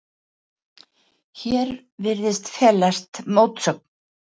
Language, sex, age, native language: Icelandic, female, 70-79, Icelandic